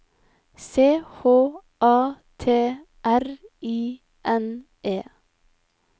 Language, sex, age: Norwegian, female, 25